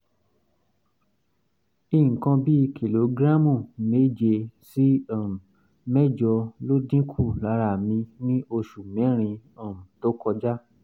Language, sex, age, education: Yoruba, male, 15-29, tertiary